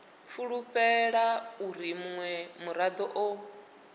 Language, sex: Venda, female